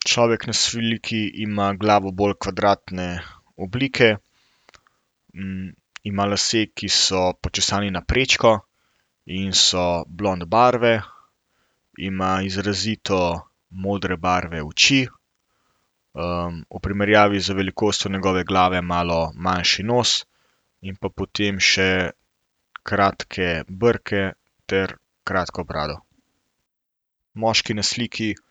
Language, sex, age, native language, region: Slovenian, male, 18-29, Slovenian, Central Slovenia